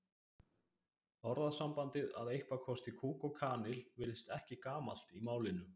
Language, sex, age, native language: Icelandic, male, 20-29, Icelandic